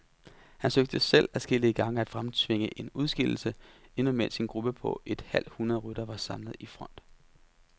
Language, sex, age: Danish, male, 33